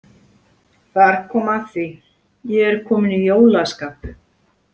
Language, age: Icelandic, 40-49